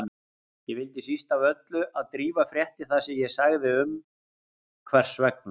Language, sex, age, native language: Icelandic, male, 40-49, Icelandic